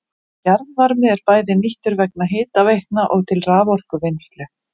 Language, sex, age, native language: Icelandic, female, 40-49, Icelandic